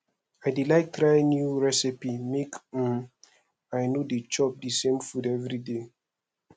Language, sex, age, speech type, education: Nigerian Pidgin, male, 15-29, spontaneous, secondary